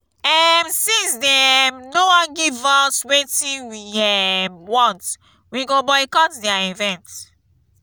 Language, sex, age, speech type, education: Nigerian Pidgin, female, 15-29, spontaneous, tertiary